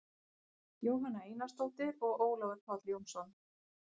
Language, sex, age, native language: Icelandic, female, 50-59, Icelandic